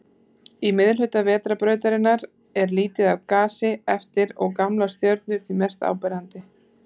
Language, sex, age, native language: Icelandic, female, 30-39, Icelandic